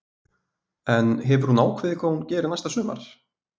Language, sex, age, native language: Icelandic, male, 20-29, Icelandic